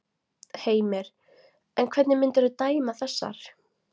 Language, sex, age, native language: Icelandic, female, 16, Latvian